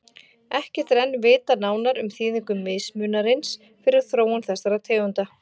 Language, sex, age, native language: Icelandic, female, 40-49, Icelandic